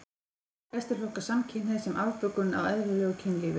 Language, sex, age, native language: Icelandic, female, 14, Icelandic